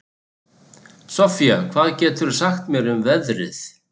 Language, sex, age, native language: Icelandic, male, 60-69, Icelandic